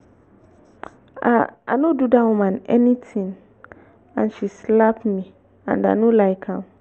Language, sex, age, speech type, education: Nigerian Pidgin, female, 15-29, spontaneous, tertiary